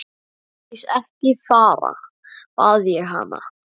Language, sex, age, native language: Icelandic, male, 11, Icelandic